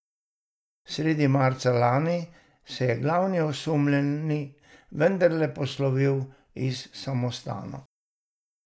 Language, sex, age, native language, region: Slovenian, male, 60+, Slovenian, Savinja region